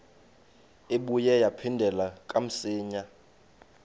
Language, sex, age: Xhosa, male, 33